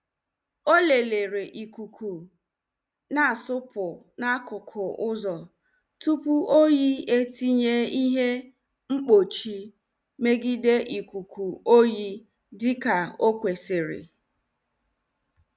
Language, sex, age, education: Igbo, female, 30-45, tertiary